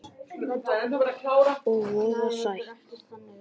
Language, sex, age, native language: Icelandic, male, 18-19, Icelandic